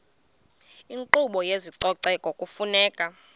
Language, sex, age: Xhosa, female, 22